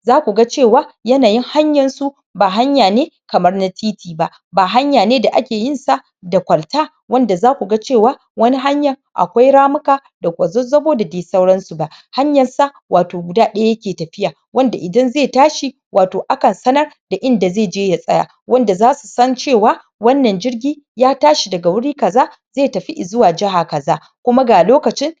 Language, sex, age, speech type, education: Hausa, female, 30-45, spontaneous, tertiary